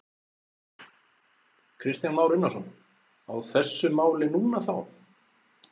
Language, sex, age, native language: Icelandic, male, 40-49, Icelandic